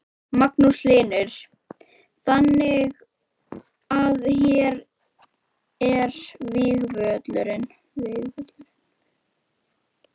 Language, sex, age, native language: Icelandic, female, 11, Icelandic